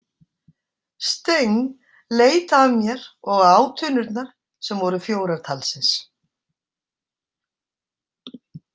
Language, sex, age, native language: Icelandic, female, 60-69, Icelandic